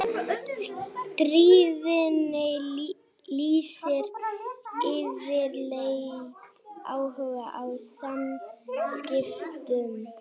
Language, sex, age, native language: Icelandic, female, 18-19, Icelandic